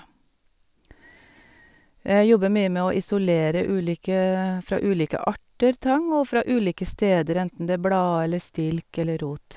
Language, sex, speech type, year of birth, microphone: Norwegian, female, spontaneous, 1962, Sennheiser